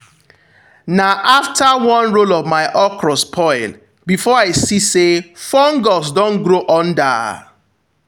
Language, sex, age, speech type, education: Nigerian Pidgin, male, 15-29, spontaneous, tertiary